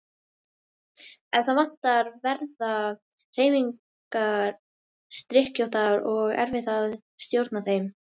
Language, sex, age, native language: Icelandic, female, 18-19, Icelandic